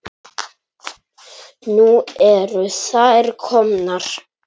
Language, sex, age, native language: Icelandic, male, 9, Icelandic